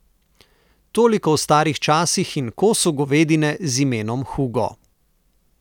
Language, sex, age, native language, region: Slovenian, male, 30-49, Slovenian, Southeast Slovenia